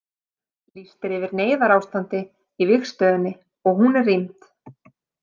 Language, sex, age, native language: Icelandic, female, 30-39, Icelandic